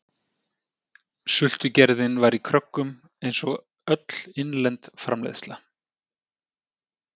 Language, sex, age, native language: Icelandic, male, 30-39, Icelandic